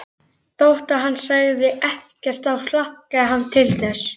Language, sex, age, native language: Icelandic, male, 11, Icelandic